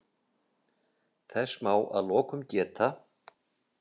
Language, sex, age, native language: Icelandic, male, 50-59, Icelandic